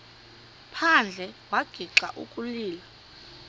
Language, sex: Xhosa, female